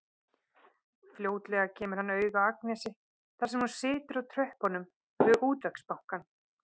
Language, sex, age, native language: Icelandic, female, 30-39, Icelandic